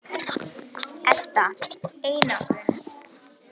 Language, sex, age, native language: Icelandic, female, 11, Icelandic